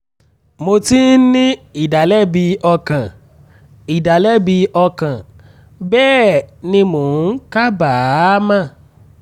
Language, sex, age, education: Yoruba, male, 15-29, tertiary